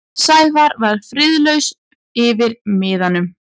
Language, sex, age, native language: Icelandic, female, 30-39, Icelandic